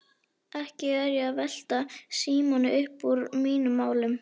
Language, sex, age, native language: Icelandic, female, 11, Icelandic